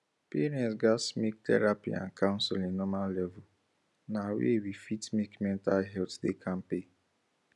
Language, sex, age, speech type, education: Nigerian Pidgin, male, 15-29, spontaneous, tertiary